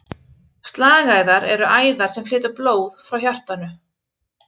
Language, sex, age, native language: Icelandic, female, 30-39, Icelandic